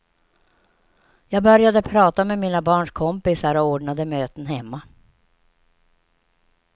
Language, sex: Swedish, female